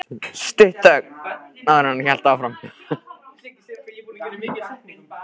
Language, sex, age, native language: Icelandic, male, 13, Icelandic